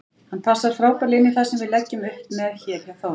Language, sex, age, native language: Icelandic, female, 40-49, Icelandic